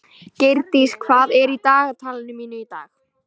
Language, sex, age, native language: Icelandic, female, 14, Icelandic